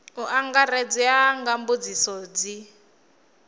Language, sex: Venda, female